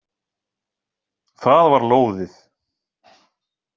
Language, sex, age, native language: Icelandic, male, 40-49, Icelandic